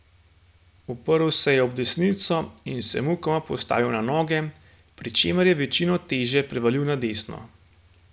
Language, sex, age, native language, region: Slovenian, male, 18-29, Slovenian, Gorenjska region